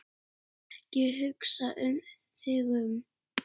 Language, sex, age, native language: Icelandic, female, 7, Icelandic